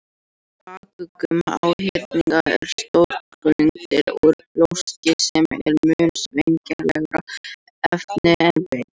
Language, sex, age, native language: Icelandic, other, 18-19, Icelandic